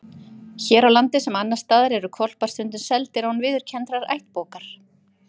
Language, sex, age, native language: Icelandic, female, 50-59, Icelandic